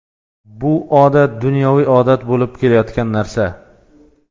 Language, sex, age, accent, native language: Uzbek, male, 35+, Xorazm, Uzbek